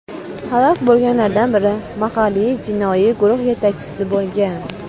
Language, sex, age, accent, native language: Uzbek, female, under 19, Toshkent viloyati, Uzbek